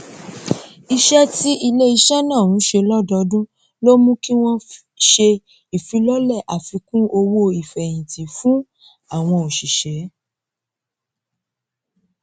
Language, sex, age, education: Yoruba, female, 30-45, tertiary